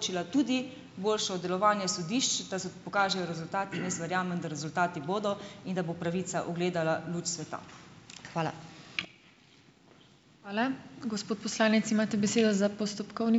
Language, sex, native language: Slovenian, female, Slovenian